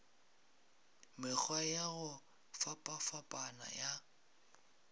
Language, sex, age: Northern Sotho, male, 22